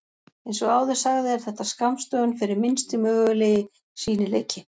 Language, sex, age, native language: Icelandic, female, 40-49, Icelandic